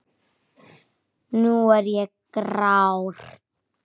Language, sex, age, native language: Icelandic, female, 8, Icelandic